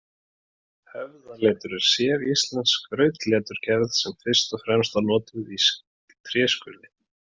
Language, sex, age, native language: Icelandic, male, 20-29, Icelandic